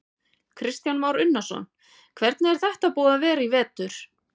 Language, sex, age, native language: Icelandic, female, 40-49, Icelandic